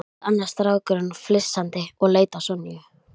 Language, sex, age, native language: Icelandic, female, 11, Icelandic